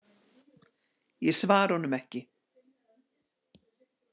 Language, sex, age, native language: Icelandic, female, 60-69, Icelandic